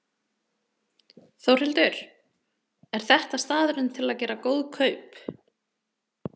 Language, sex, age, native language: Icelandic, female, 30-39, Icelandic